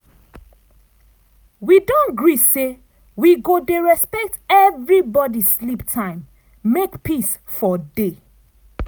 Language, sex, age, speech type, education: Nigerian Pidgin, female, 15-29, spontaneous, tertiary